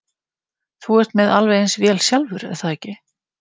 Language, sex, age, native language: Icelandic, female, 50-59, Icelandic